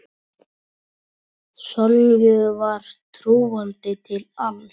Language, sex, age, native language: Icelandic, male, 10, Icelandic